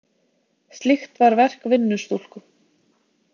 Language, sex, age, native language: Icelandic, female, 20-29, Icelandic